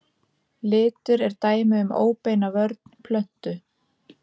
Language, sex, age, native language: Icelandic, female, 30-39, Icelandic